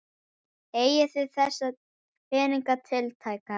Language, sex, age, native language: Icelandic, female, 10, Icelandic